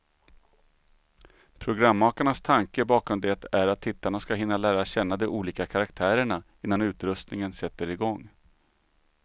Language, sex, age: Swedish, male, 39